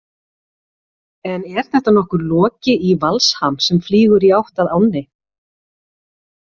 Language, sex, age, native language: Icelandic, female, 40-49, Icelandic